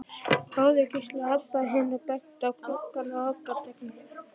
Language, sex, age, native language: Icelandic, male, 11, Icelandic